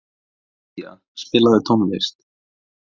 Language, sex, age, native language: Icelandic, male, 18-19, Icelandic